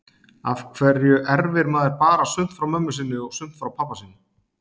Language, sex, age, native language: Icelandic, male, 30-39, Icelandic